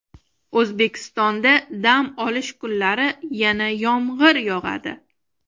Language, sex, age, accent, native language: Uzbek, female, 25-34, Toshkent shahri, Uzbek